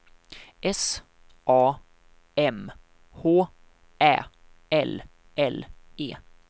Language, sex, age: Swedish, male, 19